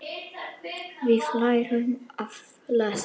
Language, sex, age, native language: Icelandic, male, 9, Icelandic